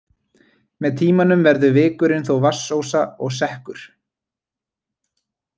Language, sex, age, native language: Icelandic, male, 20-29, Icelandic